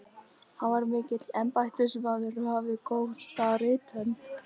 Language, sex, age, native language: Icelandic, other, 13, Icelandic